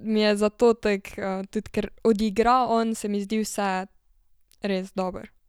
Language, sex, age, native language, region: Slovenian, female, 12-17, Slovenian, Savinja region